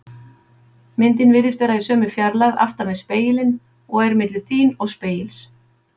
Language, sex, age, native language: Icelandic, female, 50-59, Icelandic